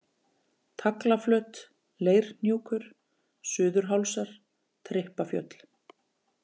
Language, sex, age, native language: Icelandic, female, 40-49, Icelandic